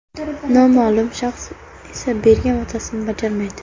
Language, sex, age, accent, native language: Uzbek, female, 18-24, Navoiy, Uzbek